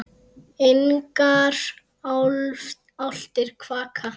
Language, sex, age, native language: Icelandic, female, 10, Icelandic